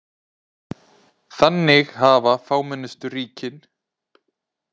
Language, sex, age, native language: Icelandic, male, 20-29, Icelandic